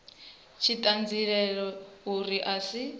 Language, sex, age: Venda, female, 23